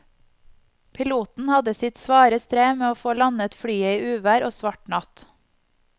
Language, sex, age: Norwegian, female, 25